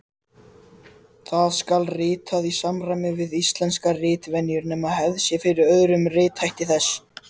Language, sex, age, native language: Icelandic, male, 30-39, Icelandic